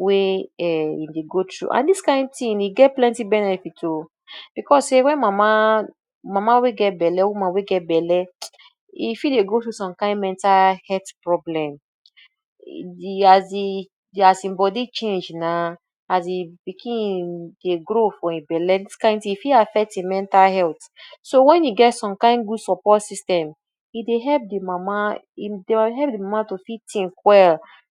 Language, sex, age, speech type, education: Nigerian Pidgin, female, 30-45, spontaneous, tertiary